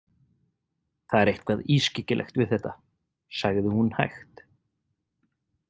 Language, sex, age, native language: Icelandic, male, 30-39, Icelandic